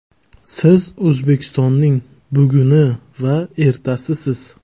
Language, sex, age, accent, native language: Uzbek, male, 19-29, Jizzax, Uzbek